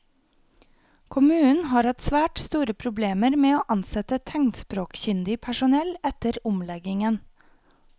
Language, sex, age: Norwegian, female, 28